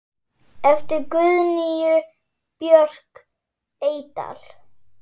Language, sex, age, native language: Icelandic, female, 8, Icelandic